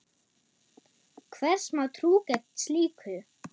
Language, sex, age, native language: Icelandic, female, 9, German